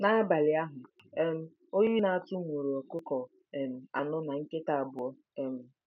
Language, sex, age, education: Igbo, female, 15-29, tertiary